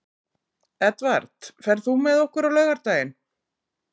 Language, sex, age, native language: Icelandic, female, 40-49, Icelandic